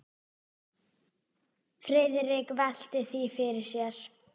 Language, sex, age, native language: Icelandic, female, 6, Icelandic